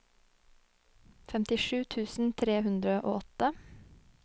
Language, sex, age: Norwegian, female, 25